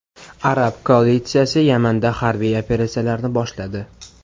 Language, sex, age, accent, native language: Uzbek, male, 18-24, Farg'ona, Uzbek